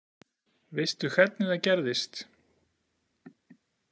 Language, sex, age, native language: Icelandic, male, 40-49, Icelandic